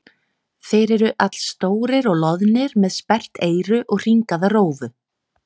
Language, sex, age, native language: Icelandic, female, 30-39, Icelandic